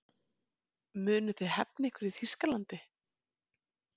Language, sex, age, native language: Icelandic, female, 20-29, Icelandic